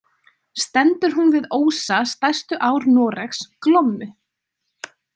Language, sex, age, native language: Icelandic, female, 20-29, Icelandic